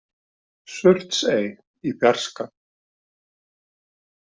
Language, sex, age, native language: Icelandic, male, 50-59, Icelandic